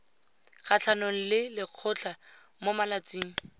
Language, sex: Tswana, female